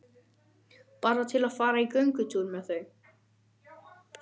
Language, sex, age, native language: Icelandic, male, 12, Icelandic